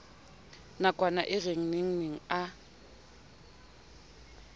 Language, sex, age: Southern Sotho, female, 27